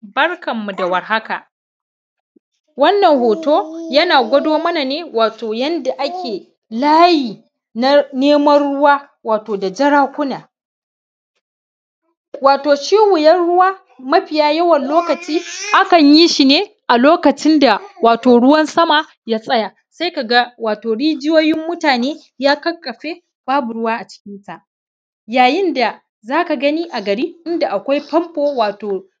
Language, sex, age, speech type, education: Hausa, male, 15-29, spontaneous, tertiary